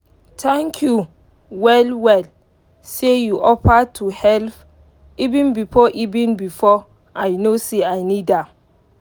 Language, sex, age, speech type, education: Nigerian Pidgin, female, 15-29, spontaneous, tertiary